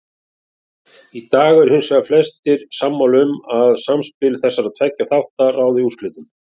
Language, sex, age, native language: Icelandic, male, 40-49, Icelandic